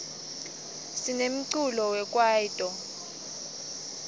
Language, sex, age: Swati, female, 21